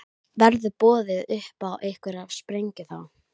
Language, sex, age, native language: Icelandic, female, 11, Icelandic